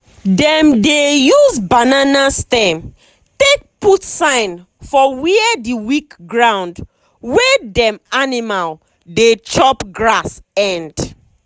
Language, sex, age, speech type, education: Nigerian Pidgin, female, 15-29, spontaneous, tertiary